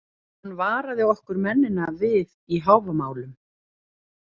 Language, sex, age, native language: Icelandic, female, 40-49, Icelandic